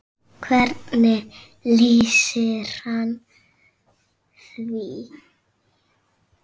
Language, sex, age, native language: Icelandic, female, 6, Icelandic